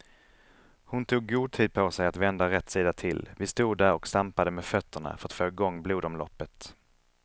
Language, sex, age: Swedish, male, 31